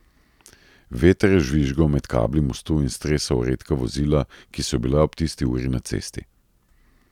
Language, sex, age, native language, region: Slovenian, male, 30-49, Slovenian, Central Slovenia